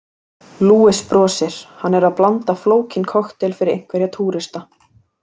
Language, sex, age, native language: Icelandic, female, 18-19, Icelandic